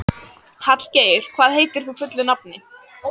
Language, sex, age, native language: Icelandic, female, 14, Icelandic